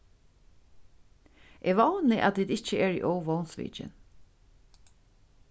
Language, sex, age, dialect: Faroese, female, 36-60, Suðurstreymoy